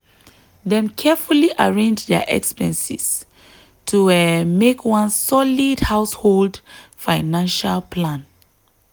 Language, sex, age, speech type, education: Nigerian Pidgin, female, 30-45, spontaneous, tertiary